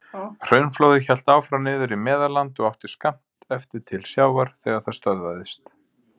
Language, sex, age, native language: Icelandic, male, 50-59, Icelandic